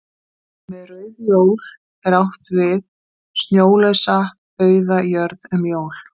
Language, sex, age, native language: Icelandic, female, 50-59, Icelandic